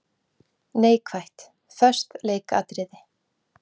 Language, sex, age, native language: Icelandic, female, 40-49, Icelandic